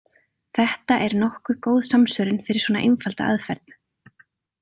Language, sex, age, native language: Icelandic, female, 30-39, Icelandic